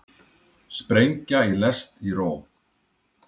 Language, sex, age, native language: Icelandic, male, 30-39, Icelandic